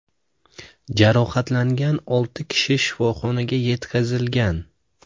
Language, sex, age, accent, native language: Uzbek, male, 25-34, Namangan, Uzbek